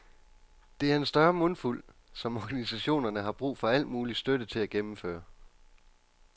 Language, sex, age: Danish, male, 29